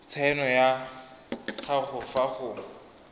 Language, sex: Tswana, male